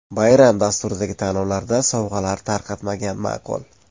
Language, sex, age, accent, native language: Uzbek, male, 25-34, Surxondaryo, Uzbek